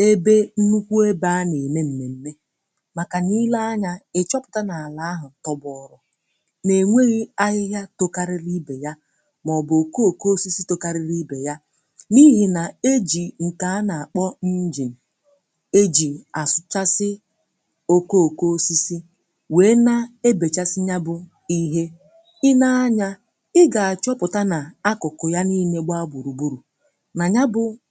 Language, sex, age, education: Igbo, female, 15-29, tertiary